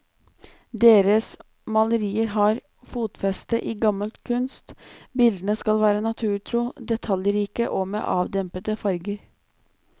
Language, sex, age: Norwegian, female, 26